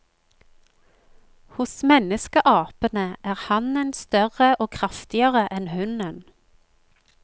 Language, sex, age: Norwegian, female, 45